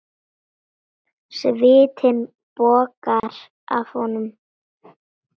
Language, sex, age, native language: Icelandic, female, 9, Icelandic